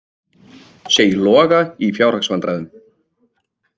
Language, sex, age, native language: Icelandic, male, 30-39, Icelandic